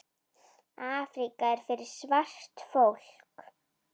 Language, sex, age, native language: Icelandic, female, 9, Icelandic